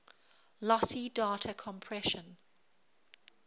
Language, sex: English, female